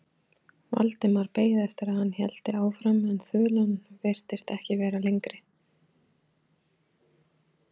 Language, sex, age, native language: Icelandic, female, 40-49, Icelandic